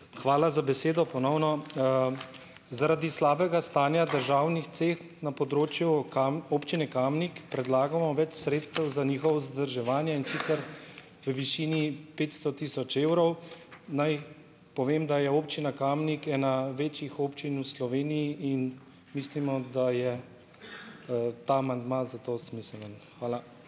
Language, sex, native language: Slovenian, male, Slovenian